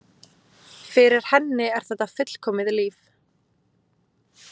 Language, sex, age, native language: Icelandic, female, 20-29, Icelandic